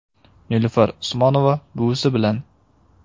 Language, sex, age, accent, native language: Uzbek, male, 18-24, Samarqand, Uzbek